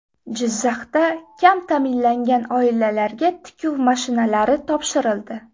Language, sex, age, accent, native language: Uzbek, female, 18-24, Farg'ona, Uzbek